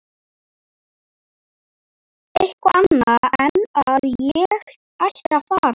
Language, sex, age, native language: Icelandic, male, 11, Icelandic